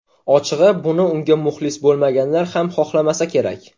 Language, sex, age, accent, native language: Uzbek, male, 18-24, Navoiy, Uzbek